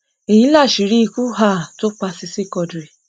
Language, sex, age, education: Yoruba, female, 30-45, tertiary